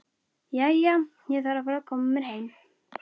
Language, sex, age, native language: Icelandic, female, 11, Icelandic